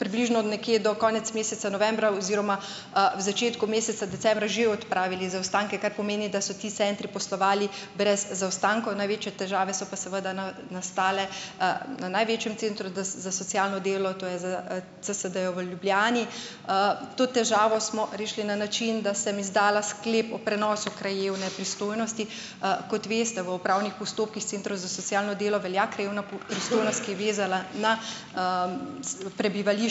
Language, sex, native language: Slovenian, female, Slovenian